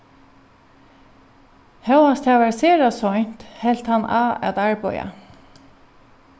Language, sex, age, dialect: Faroese, female, 36-60, Norðuroyggjar